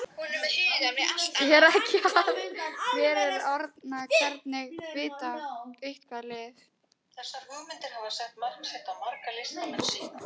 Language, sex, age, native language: Icelandic, female, 11, Icelandic